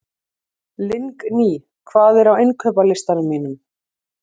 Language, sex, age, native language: Icelandic, female, 30-39, Icelandic